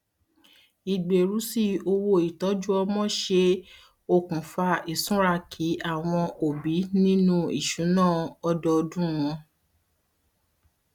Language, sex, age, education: Yoruba, female, 30-45, tertiary